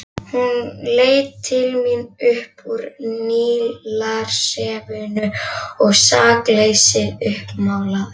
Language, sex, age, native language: Icelandic, female, 11, Icelandic